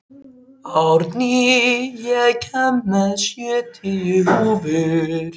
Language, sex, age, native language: Icelandic, male, 14, Icelandic